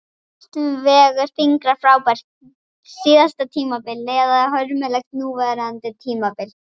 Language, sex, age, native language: Icelandic, female, 40-49, Icelandic